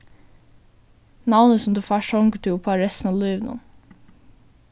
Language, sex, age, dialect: Faroese, female, 15-35, Suðurstreymoy